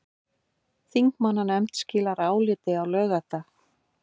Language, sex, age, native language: Icelandic, female, 50-59, Icelandic